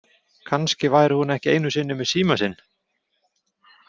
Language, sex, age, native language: Icelandic, male, 40-49, Icelandic